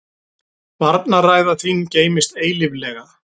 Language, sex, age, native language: Icelandic, male, 40-49, Icelandic